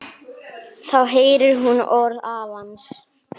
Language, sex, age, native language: Icelandic, male, 6, Icelandic